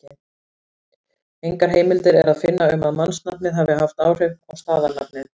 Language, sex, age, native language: Icelandic, female, 40-49, Icelandic